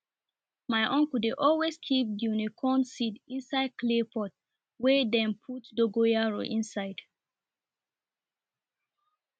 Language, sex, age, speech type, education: Nigerian Pidgin, female, 30-45, spontaneous, tertiary